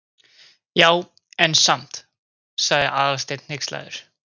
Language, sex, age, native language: Icelandic, male, 20-29, Icelandic